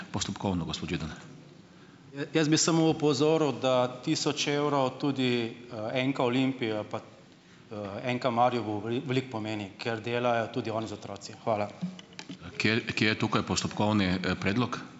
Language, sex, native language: Slovenian, male, Slovenian